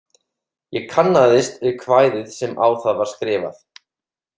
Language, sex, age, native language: Icelandic, male, 30-39, Icelandic